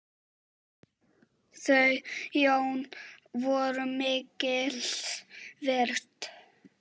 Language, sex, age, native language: Icelandic, female, 7, Czech